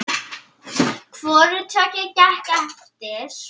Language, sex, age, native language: Icelandic, female, 8, Icelandic